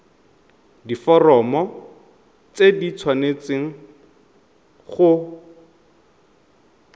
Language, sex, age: Tswana, male, 31